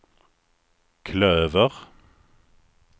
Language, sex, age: Swedish, male, 49